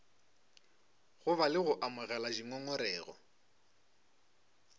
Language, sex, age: Northern Sotho, male, 25